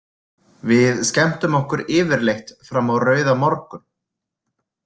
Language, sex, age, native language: Icelandic, male, 20-29, Icelandic